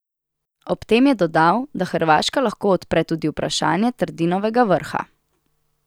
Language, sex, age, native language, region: Slovenian, female, 18-29, Slovenian, Southeast Slovenia